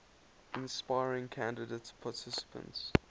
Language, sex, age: English, male, 19